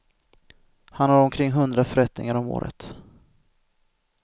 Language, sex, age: Swedish, male, 25